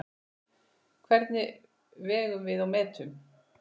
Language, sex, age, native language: Icelandic, male, 9, Icelandic